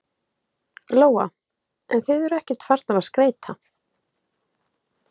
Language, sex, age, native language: Icelandic, female, 30-39, Icelandic